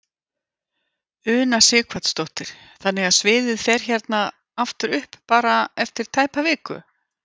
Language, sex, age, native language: Icelandic, female, 50-59, Icelandic